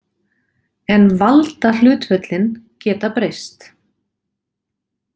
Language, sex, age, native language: Icelandic, female, 40-49, Icelandic